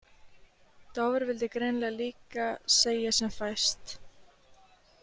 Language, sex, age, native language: Icelandic, male, 40-49, Icelandic